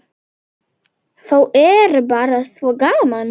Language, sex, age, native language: Icelandic, male, 9, Icelandic